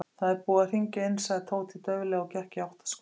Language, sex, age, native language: Icelandic, female, 50-59, Icelandic